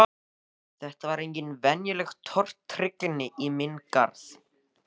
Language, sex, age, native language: Icelandic, male, 14, Icelandic